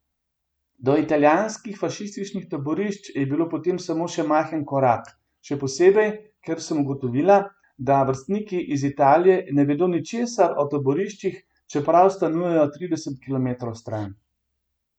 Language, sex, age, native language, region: Slovenian, male, 50-59, Slovenian, Gorenjska region